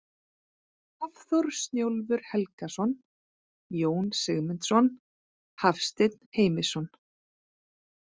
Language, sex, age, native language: Icelandic, female, 40-49, Icelandic